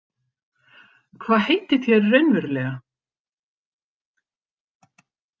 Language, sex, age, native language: Icelandic, female, 50-59, Icelandic